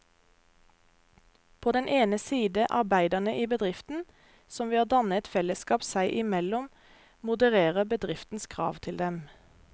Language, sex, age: Norwegian, female, 32